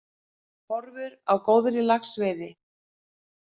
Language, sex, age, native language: Icelandic, female, 50-59, Icelandic